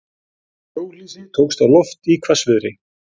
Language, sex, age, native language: Icelandic, male, 40-49, Icelandic